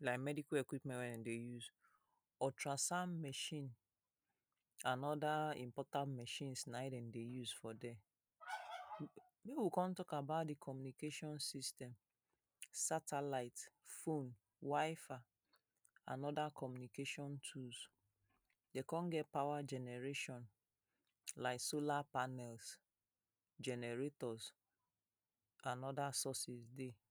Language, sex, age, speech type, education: Nigerian Pidgin, female, 30-45, spontaneous, secondary